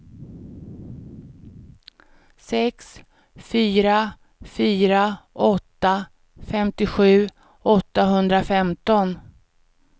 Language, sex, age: Swedish, female, 49